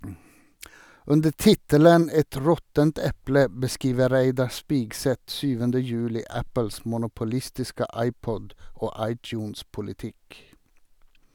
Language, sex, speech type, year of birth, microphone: Norwegian, male, read, 1952, Sennheiser